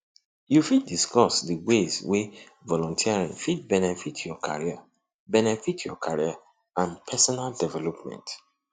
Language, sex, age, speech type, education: Nigerian Pidgin, male, 30-45, spontaneous, tertiary